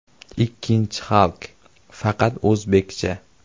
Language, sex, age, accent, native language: Uzbek, male, 18-24, Farg'ona, Uzbek